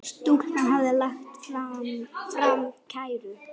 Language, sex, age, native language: Icelandic, male, 9, Icelandic